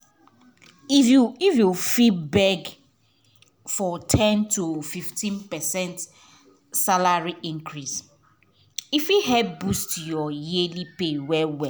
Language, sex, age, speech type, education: Nigerian Pidgin, female, 30-45, spontaneous, tertiary